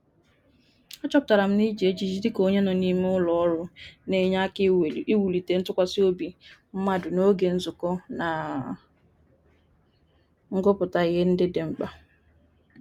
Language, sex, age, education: Igbo, female, 30-45, tertiary